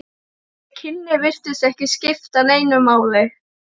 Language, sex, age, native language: Icelandic, female, 15, Icelandic